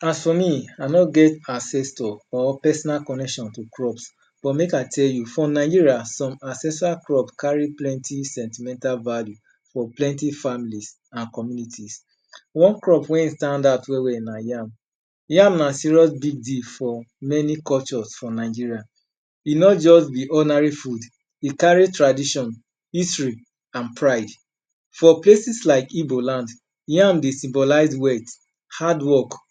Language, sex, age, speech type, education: Nigerian Pidgin, male, 30-45, spontaneous, tertiary